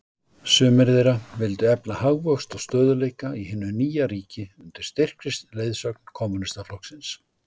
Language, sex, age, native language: Icelandic, male, 60-69, Icelandic